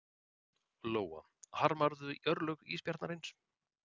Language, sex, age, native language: Icelandic, male, 40-49, Icelandic